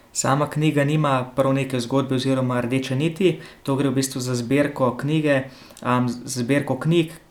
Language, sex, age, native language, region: Slovenian, male, 18-29, Slovenian, Central Slovenia